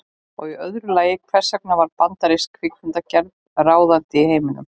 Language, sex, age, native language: Icelandic, female, 40-49, Icelandic